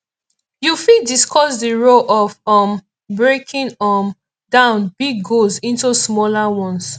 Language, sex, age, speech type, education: Nigerian Pidgin, female, 15-29, spontaneous, tertiary